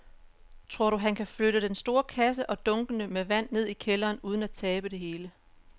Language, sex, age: Danish, female, 34